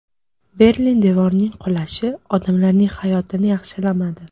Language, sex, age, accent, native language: Uzbek, female, 18-24, Namangan, Uzbek